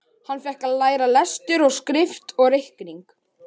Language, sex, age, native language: Icelandic, male, 12, Icelandic